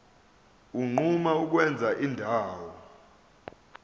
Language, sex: Zulu, male